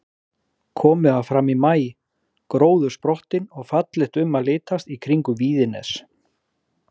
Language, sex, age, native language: Icelandic, male, 40-49, Icelandic